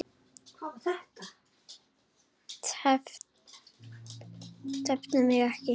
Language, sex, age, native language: Icelandic, female, 10, Icelandic